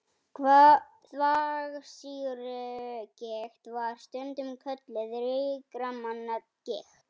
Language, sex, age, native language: Icelandic, female, 18-19, Icelandic